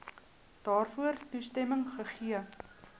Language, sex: Afrikaans, female